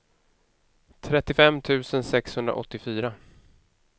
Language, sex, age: Swedish, male, 31